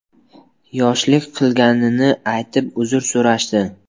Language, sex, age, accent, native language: Uzbek, male, 19-29, Buxoro, Uzbek